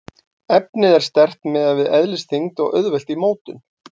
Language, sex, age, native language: Icelandic, male, 40-49, Icelandic